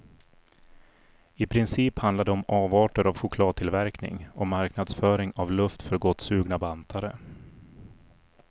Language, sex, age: Swedish, male, 40